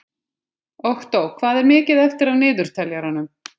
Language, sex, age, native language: Icelandic, female, 50-59, Icelandic